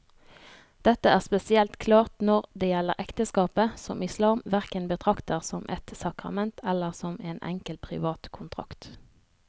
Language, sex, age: Norwegian, female, 32